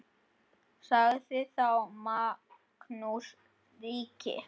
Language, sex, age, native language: Icelandic, male, 10, Icelandic